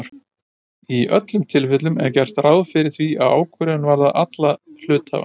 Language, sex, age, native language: Icelandic, male, 50-59, Icelandic